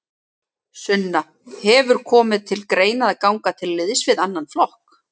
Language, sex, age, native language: Icelandic, female, 30-39, Icelandic